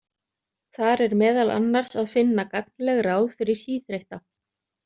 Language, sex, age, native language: Icelandic, other, 30-39, Icelandic